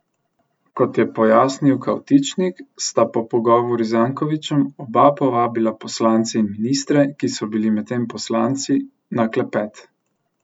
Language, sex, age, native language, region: Slovenian, male, 18-29, Slovenian, Central Slovenia